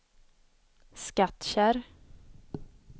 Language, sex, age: Swedish, female, 27